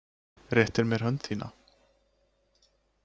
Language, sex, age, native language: Icelandic, male, 20-29, Icelandic